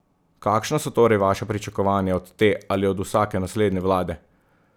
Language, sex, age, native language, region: Slovenian, male, 30-49, Slovenian, Southeast Slovenia